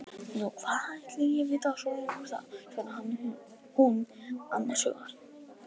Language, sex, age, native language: Icelandic, female, 50-59, Icelandic